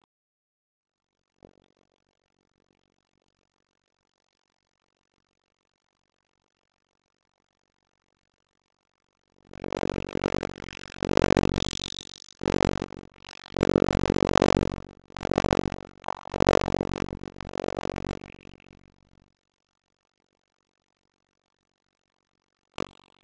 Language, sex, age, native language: Icelandic, male, 60-69, Icelandic